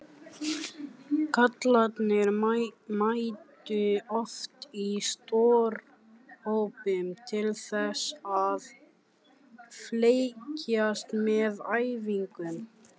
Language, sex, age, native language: Icelandic, male, 14, Icelandic